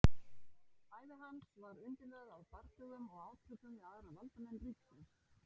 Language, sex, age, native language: Icelandic, female, 60-69, Icelandic